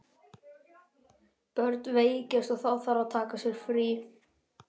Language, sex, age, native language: Icelandic, male, 11, Icelandic